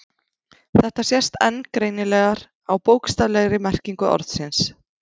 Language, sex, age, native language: Icelandic, female, 30-39, Icelandic